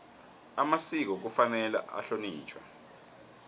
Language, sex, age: South Ndebele, male, 24